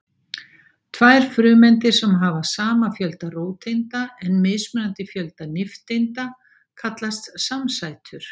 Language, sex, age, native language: Icelandic, female, 60-69, Icelandic